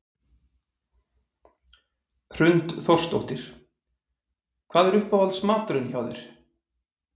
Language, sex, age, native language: Icelandic, male, 40-49, Icelandic